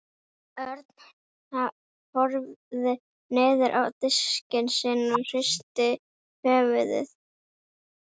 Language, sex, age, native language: Icelandic, female, 11, Icelandic